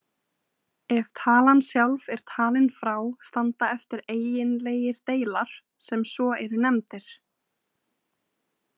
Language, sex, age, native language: Icelandic, female, 20-29, Icelandic